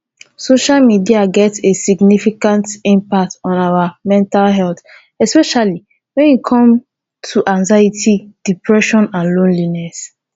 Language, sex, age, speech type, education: Nigerian Pidgin, female, 15-29, spontaneous, tertiary